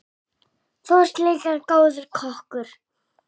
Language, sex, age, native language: Icelandic, male, 5, Icelandic